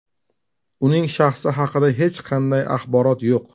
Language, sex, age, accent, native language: Uzbek, male, 35+, Toshkent shahri, Uzbek